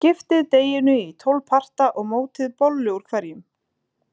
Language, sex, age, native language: Icelandic, female, 20-29, Icelandic